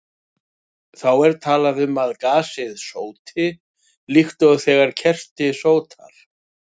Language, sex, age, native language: Icelandic, male, 60-69, Icelandic